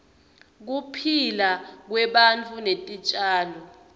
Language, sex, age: Swati, female, 22